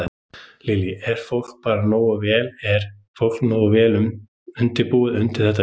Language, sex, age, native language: Icelandic, male, 30-39, Icelandic